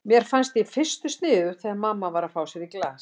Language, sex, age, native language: Icelandic, female, 60-69, Icelandic